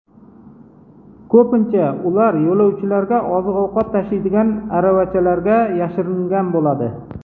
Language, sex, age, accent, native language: Uzbek, male, 40-49, Jizzax, Uzbek